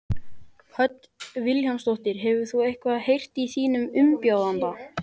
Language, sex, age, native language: Icelandic, male, 12, Icelandic